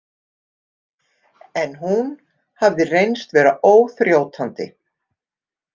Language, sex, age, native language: Icelandic, female, 50-59, Icelandic